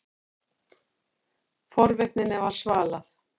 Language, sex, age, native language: Icelandic, female, 40-49, Icelandic